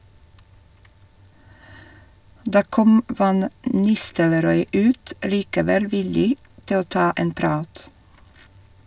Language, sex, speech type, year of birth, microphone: Norwegian, female, read, 1961, Shure